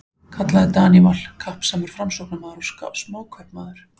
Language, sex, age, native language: Icelandic, male, 15, Icelandic